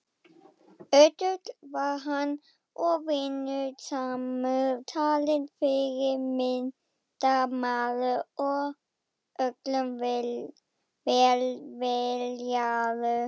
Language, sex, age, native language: Icelandic, female, 11, German